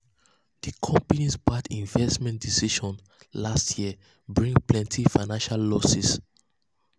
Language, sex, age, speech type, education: Nigerian Pidgin, male, 15-29, spontaneous, tertiary